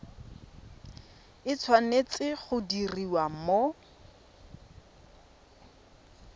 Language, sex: Tswana, female